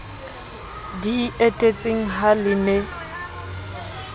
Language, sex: Southern Sotho, female